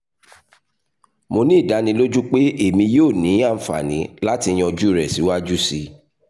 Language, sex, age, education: Yoruba, male, 30-45, tertiary